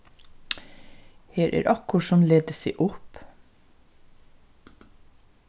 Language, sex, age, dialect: Faroese, female, 36-60, Suðurstreymoy